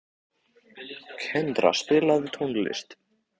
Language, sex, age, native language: Icelandic, male, 14, Icelandic